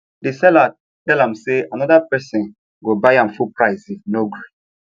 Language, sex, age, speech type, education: Nigerian Pidgin, male, 15-29, spontaneous, tertiary